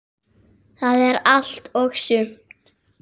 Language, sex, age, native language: Icelandic, female, 7, Icelandic